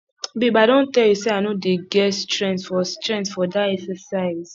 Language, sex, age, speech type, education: Nigerian Pidgin, female, 15-29, spontaneous, tertiary